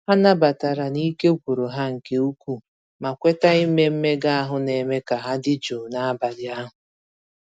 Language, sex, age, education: Igbo, female, 15-29, tertiary